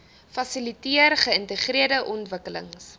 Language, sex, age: Afrikaans, female, 20